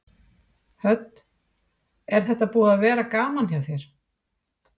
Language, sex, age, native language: Icelandic, female, 40-49, Icelandic